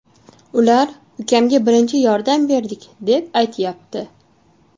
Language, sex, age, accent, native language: Uzbek, female, 19-29, Toshkent shahri, Uzbek